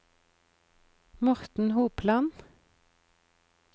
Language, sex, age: Norwegian, female, 43